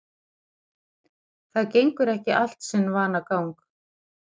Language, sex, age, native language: Icelandic, female, 40-49, Icelandic